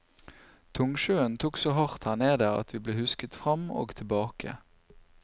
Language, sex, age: Norwegian, male, 24